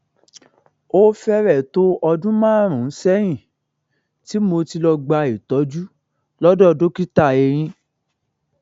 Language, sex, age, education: Yoruba, male, 46-60, tertiary